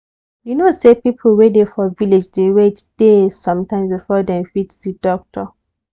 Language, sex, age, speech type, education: Nigerian Pidgin, female, 15-29, spontaneous, tertiary